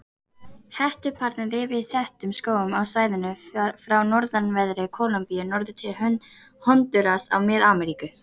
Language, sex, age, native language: Icelandic, female, 18-19, Icelandic